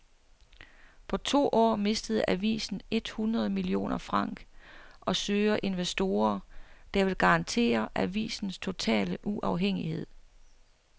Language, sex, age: Danish, female, 60